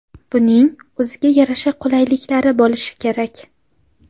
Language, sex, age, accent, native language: Uzbek, female, 18-24, Qashqadaryo, Uzbek